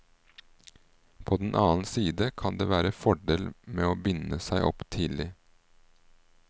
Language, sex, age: Norwegian, male, 38